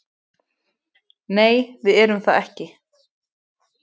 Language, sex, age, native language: Icelandic, female, 20-29, Icelandic